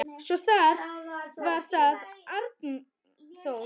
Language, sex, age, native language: Icelandic, female, 10, Icelandic